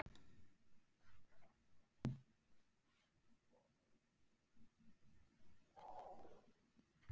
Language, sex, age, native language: Icelandic, female, 50-59, Icelandic